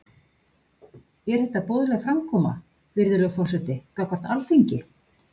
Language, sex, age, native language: Icelandic, female, 50-59, Icelandic